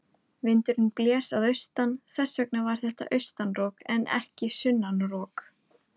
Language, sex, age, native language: Icelandic, female, 20-29, Icelandic